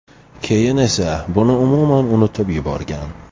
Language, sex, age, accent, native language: Uzbek, male, 25-34, Toshkent shahri, Uzbek